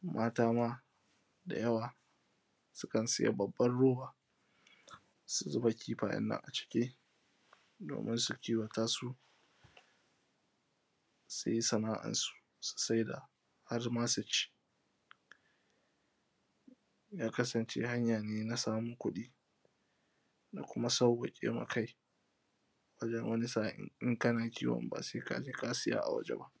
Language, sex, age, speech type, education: Hausa, male, 15-29, spontaneous, tertiary